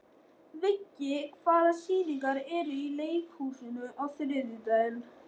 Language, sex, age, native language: Icelandic, male, 13, Icelandic